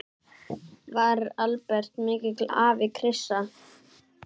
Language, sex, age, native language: Icelandic, male, 8, Icelandic